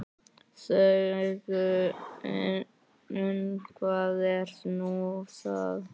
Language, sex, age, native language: Icelandic, male, 9, Icelandic